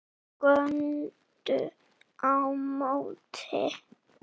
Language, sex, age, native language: Icelandic, female, 8, Icelandic